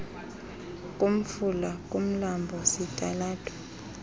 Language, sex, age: Xhosa, female, 26